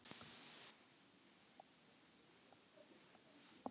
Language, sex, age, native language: Icelandic, female, 10, Icelandic